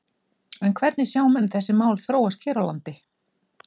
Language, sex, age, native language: Icelandic, female, 40-49, Icelandic